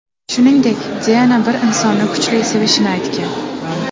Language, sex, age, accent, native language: Uzbek, female, 18-24, Qashqadaryo, Uzbek